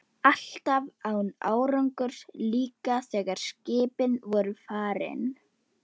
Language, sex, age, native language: Icelandic, female, 11, Icelandic